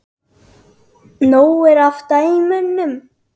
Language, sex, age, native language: Icelandic, female, 10, Icelandic